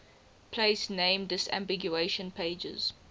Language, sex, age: English, female, 18